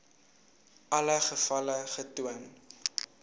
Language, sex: Afrikaans, male